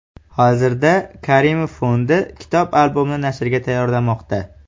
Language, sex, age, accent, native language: Uzbek, male, 18-24, Farg'ona, Uzbek